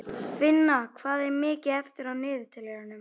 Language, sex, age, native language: Icelandic, female, 11, Icelandic